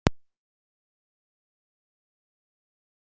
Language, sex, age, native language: Icelandic, female, 40-49, Icelandic